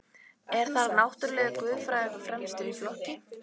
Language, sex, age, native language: Icelandic, female, 18-19, Icelandic